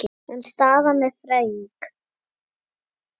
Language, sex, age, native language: Icelandic, female, 8, Icelandic